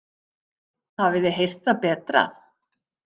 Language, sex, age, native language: Icelandic, female, 50-59, Icelandic